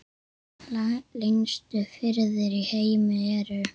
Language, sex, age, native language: Icelandic, male, 8, Icelandic